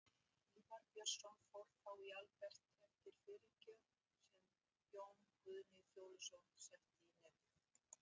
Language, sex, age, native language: Icelandic, female, 60-69, Icelandic